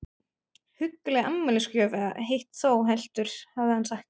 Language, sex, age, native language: Icelandic, female, 30-39, German